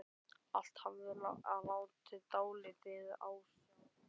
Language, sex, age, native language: Icelandic, male, 12, Icelandic